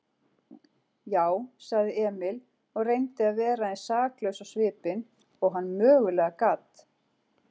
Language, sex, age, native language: Icelandic, female, 40-49, Icelandic